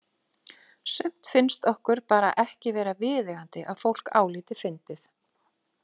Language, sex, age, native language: Icelandic, female, 40-49, Icelandic